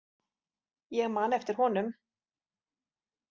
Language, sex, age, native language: Icelandic, female, 40-49, Icelandic